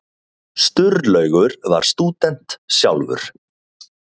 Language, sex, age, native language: Icelandic, male, 30-39, Icelandic